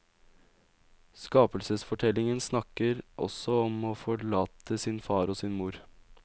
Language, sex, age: Norwegian, male, 20